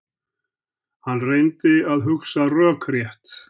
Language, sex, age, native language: Icelandic, male, 70-79, Icelandic